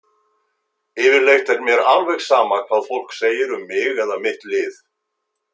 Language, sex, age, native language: Icelandic, male, 50-59, Icelandic